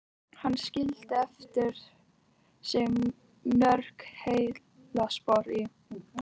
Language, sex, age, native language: Icelandic, other, 13, Icelandic